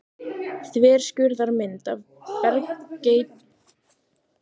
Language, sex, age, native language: Icelandic, female, 15, Icelandic